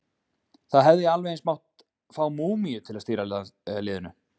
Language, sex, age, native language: Icelandic, male, 20-29, Icelandic